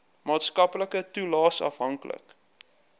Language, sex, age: Afrikaans, male, 22